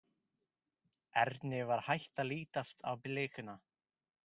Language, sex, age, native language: Icelandic, male, 20-29, Icelandic